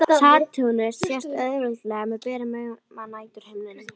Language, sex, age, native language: Icelandic, female, 18-19, Icelandic